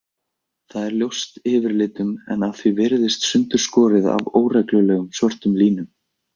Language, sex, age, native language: Icelandic, male, 20-29, Icelandic